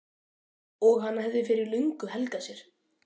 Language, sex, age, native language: Icelandic, male, 12, Icelandic